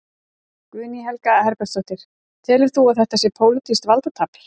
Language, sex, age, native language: Icelandic, female, 40-49, Icelandic